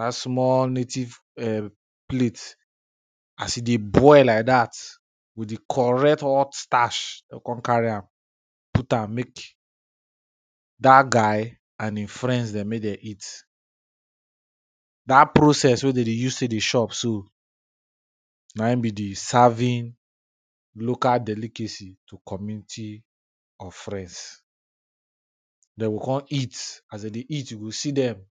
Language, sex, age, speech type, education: Nigerian Pidgin, male, 15-29, spontaneous, primary